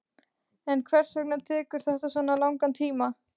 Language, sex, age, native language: Icelandic, female, 14, Icelandic